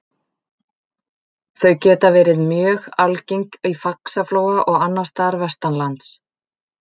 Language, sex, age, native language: Icelandic, female, 40-49, Icelandic